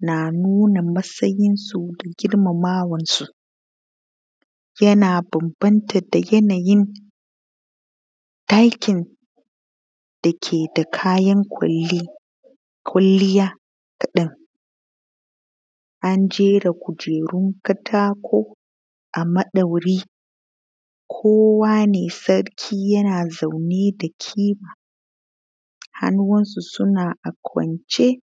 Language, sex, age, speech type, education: Hausa, female, 15-29, spontaneous, tertiary